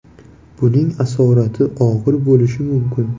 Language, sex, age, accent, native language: Uzbek, male, 18-24, Toshkent viloyati, Uzbek